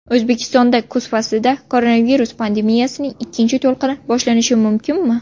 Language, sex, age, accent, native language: Uzbek, female, 18-24, Buxoro, Uzbek